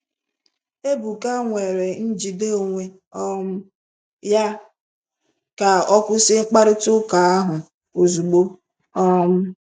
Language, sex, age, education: Igbo, female, 15-29, tertiary